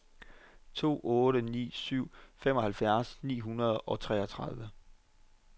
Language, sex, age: Danish, male, 25